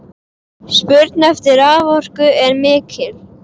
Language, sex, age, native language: Icelandic, female, 8, Icelandic